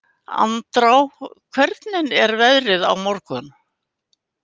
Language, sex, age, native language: Icelandic, female, 80-89, Icelandic